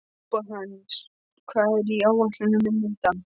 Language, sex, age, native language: Icelandic, male, 13, Polish